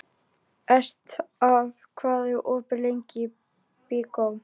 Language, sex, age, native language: Icelandic, female, 12, Icelandic